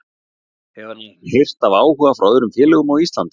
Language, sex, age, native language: Icelandic, male, 40-49, Icelandic